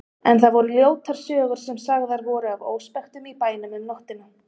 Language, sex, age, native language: Icelandic, female, 30-39, Icelandic